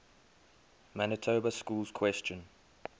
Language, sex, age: English, male, 23